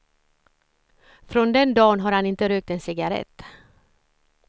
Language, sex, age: Swedish, female, 54